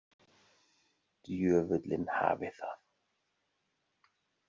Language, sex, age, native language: Icelandic, male, 40-49, Icelandic